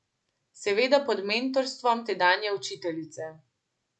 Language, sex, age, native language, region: Slovenian, female, 18-29, Slovenian, Central Slovenia